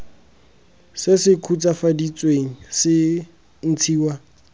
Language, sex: Tswana, male